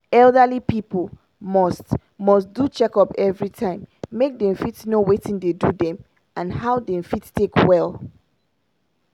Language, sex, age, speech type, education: Nigerian Pidgin, female, 30-45, spontaneous, tertiary